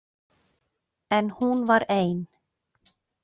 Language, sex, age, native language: Icelandic, female, 40-49, Icelandic